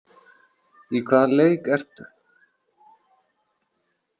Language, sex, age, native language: Icelandic, male, 40-49, Icelandic